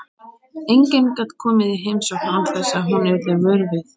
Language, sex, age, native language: Icelandic, female, 18-19, Icelandic